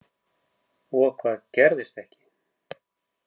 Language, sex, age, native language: Icelandic, male, 50-59, Icelandic